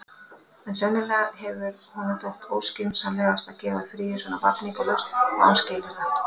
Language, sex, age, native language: Icelandic, female, 50-59, Icelandic